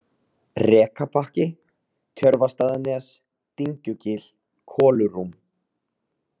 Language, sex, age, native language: Icelandic, male, 30-39, Icelandic